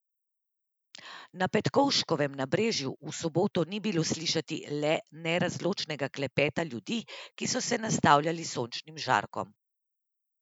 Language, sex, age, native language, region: Slovenian, female, 30-49, Slovenian, Central Slovenia